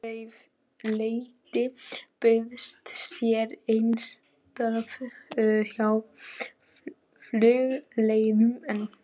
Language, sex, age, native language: Icelandic, female, 12, Icelandic